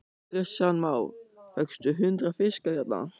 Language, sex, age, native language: Icelandic, male, 14, German